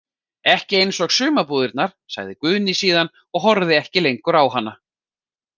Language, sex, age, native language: Icelandic, male, 40-49, Icelandic